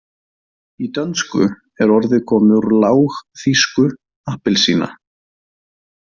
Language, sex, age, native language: Icelandic, male, 30-39, Icelandic